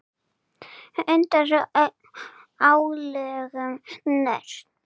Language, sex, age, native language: Icelandic, female, 9, Serbo-Croatian